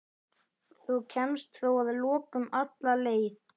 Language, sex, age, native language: Icelandic, male, 11, Icelandic